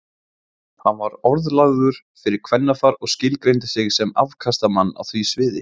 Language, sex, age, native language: Icelandic, male, 20-29, Icelandic